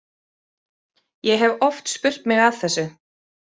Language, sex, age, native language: Icelandic, female, 30-39, Icelandic